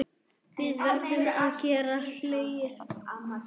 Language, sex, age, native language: Icelandic, female, 8, Icelandic